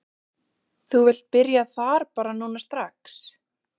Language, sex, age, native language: Icelandic, female, 20-29, Icelandic